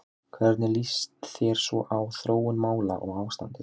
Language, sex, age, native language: Icelandic, male, 20-29, Icelandic